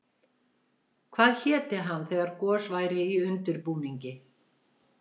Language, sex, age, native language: Icelandic, female, 70-79, Icelandic